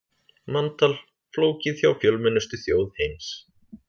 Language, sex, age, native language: Icelandic, male, 30-39, Icelandic